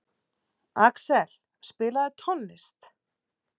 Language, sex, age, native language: Icelandic, female, 40-49, Icelandic